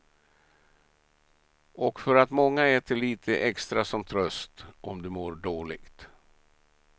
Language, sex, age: Swedish, male, 67